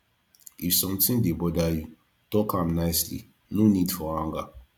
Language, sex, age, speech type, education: Nigerian Pidgin, male, 15-29, spontaneous, tertiary